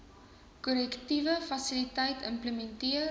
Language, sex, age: Afrikaans, female, 19